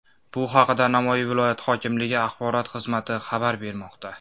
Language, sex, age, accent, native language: Uzbek, male, 19-29, Andijon, Uzbek